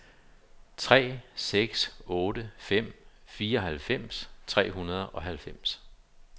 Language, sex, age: Danish, male, 52